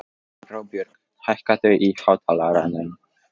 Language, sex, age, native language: Icelandic, male, 14, Polish